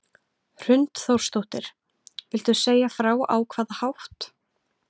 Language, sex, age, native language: Icelandic, female, 20-29, Icelandic